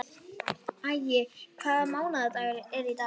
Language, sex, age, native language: Icelandic, female, 30-39, Icelandic